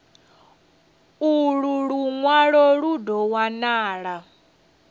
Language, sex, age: Venda, female, 30